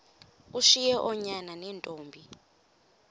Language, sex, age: Xhosa, female, 23